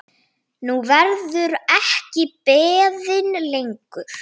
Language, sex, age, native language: Icelandic, female, 9, Icelandic